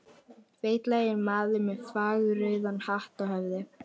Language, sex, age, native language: Icelandic, female, 11, Icelandic